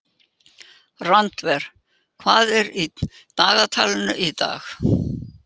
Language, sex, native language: Icelandic, female, Icelandic